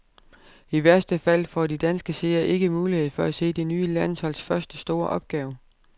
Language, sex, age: Danish, female, 32